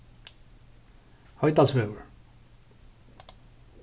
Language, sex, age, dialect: Faroese, male, 36-60, Suðurstreymoy